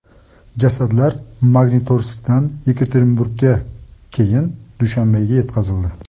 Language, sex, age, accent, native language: Uzbek, male, 25-34, Sirdaryo, Uzbek